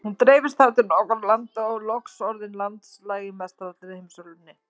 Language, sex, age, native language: Icelandic, female, 30-39, Icelandic